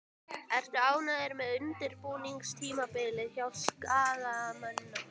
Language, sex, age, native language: Icelandic, female, 12, Icelandic